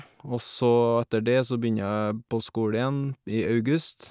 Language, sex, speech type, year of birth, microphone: Norwegian, male, spontaneous, 1989, Shure